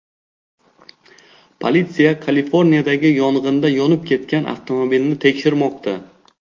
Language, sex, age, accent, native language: Uzbek, male, 18-24, Xorazm, Uzbek